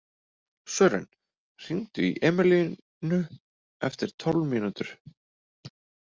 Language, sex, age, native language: Icelandic, male, 30-39, Icelandic